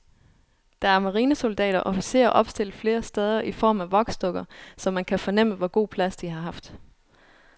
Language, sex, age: Danish, female, 29